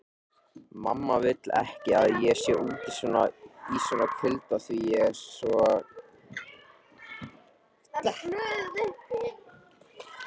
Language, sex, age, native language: Icelandic, male, 18-19, Icelandic